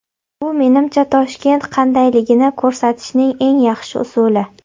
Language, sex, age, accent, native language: Uzbek, female, 18-24, Samarqand, Uzbek